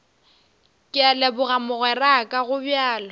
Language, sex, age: Northern Sotho, female, 18